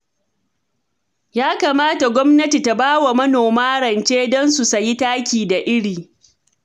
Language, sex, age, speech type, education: Hausa, female, 30-45, read, tertiary